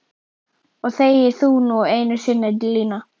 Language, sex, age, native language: Icelandic, female, 11, Icelandic